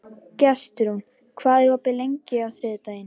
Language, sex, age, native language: Icelandic, female, 11, Icelandic